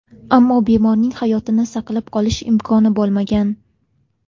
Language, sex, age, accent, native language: Uzbek, female, 18-24, Toshkent viloyati, Uzbek